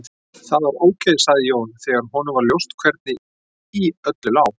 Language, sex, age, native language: Icelandic, male, 40-49, Icelandic